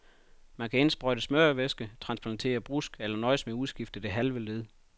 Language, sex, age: Danish, male, 31